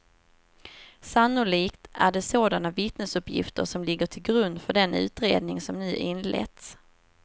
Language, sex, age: Swedish, female, 27